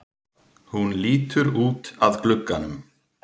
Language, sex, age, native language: Icelandic, male, 30-39, Icelandic